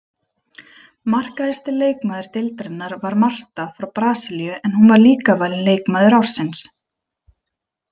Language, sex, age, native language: Icelandic, female, 30-39, Icelandic